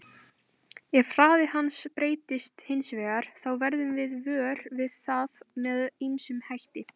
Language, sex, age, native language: Icelandic, female, 18-19, Icelandic